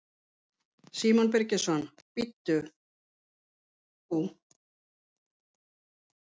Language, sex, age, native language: Icelandic, female, 50-59, Icelandic